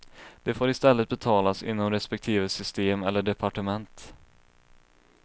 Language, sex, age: Swedish, male, 22